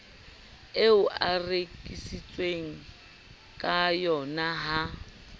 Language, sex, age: Southern Sotho, female, 29